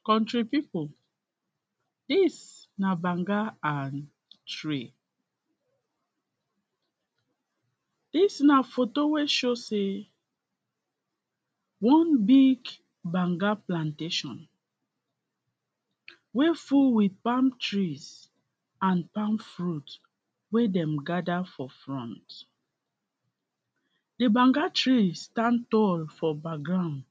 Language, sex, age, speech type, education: Nigerian Pidgin, female, 15-29, spontaneous, secondary